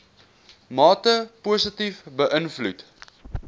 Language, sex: Afrikaans, male